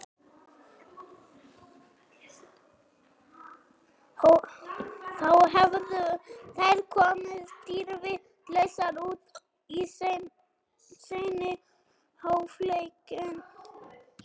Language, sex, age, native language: Icelandic, male, 40-49, Icelandic